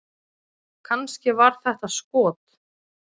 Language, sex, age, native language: Icelandic, female, 30-39, Icelandic